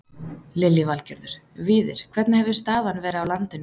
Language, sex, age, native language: Icelandic, female, 30-39, Icelandic